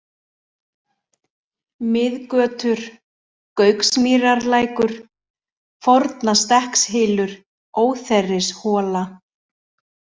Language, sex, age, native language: Icelandic, male, 40-49, Icelandic